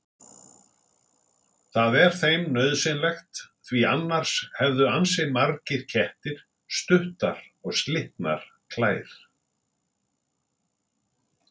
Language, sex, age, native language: Icelandic, male, 60-69, Icelandic